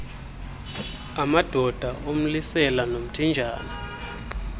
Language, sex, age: Xhosa, male, 26